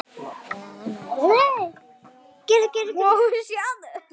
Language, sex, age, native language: Icelandic, female, 9, Icelandic